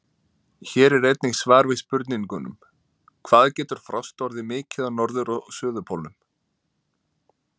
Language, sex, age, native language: Icelandic, male, 30-39, Icelandic